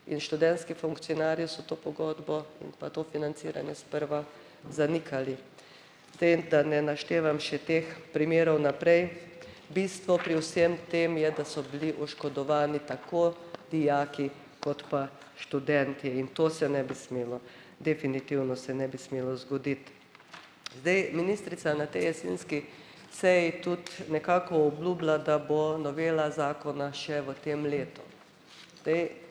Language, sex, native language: Slovenian, female, Slovenian